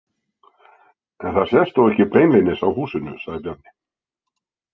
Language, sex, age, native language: Icelandic, male, 60-69, Icelandic